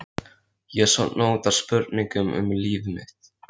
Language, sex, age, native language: Icelandic, male, 13, Icelandic